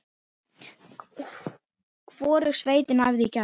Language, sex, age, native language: Icelandic, male, 9, Icelandic